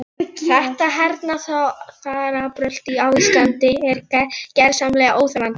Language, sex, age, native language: Icelandic, female, 11, Polish